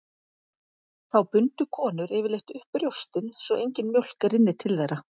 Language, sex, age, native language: Icelandic, female, 40-49, Icelandic